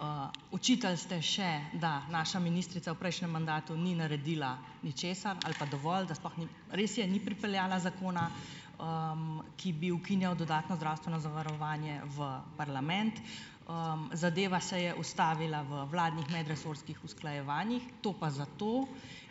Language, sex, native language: Slovenian, female, Slovenian